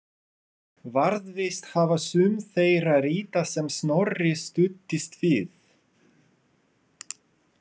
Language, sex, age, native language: Icelandic, male, 30-39, Russian